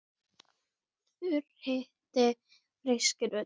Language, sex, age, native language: Icelandic, female, 9, Icelandic